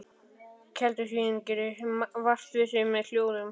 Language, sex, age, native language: Icelandic, male, 12, Icelandic